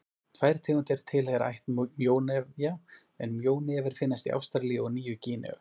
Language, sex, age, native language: Icelandic, male, 40-49, Icelandic